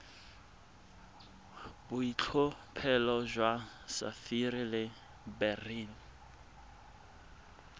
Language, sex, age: Tswana, male, 24